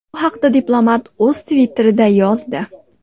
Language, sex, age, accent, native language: Uzbek, female, 18-24, Andijon, Uzbek